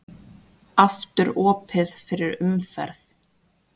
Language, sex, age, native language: Icelandic, female, 20-29, Icelandic